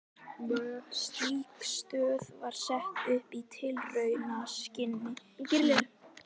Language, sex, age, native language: Icelandic, male, 11, Icelandic